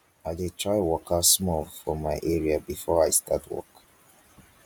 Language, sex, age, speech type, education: Nigerian Pidgin, female, 30-45, spontaneous, tertiary